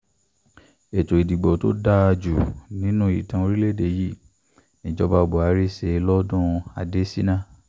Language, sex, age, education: Yoruba, male, 15-29, tertiary